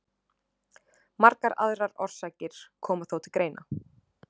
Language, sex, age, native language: Icelandic, female, 20-29, Icelandic